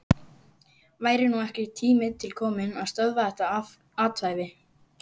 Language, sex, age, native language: Icelandic, female, 11, Icelandic